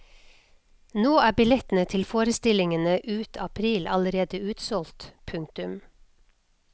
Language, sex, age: Norwegian, female, 56